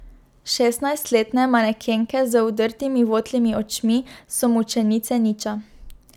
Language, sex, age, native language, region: Slovenian, female, 12-17, Slovenian, Drava region